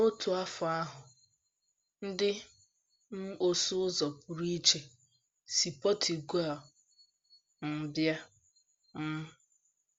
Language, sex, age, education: Igbo, female, 15-29, tertiary